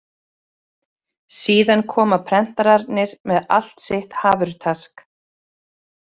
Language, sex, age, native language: Icelandic, female, 30-39, Icelandic